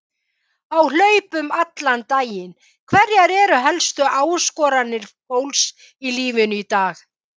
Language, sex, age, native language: Icelandic, female, 50-59, Icelandic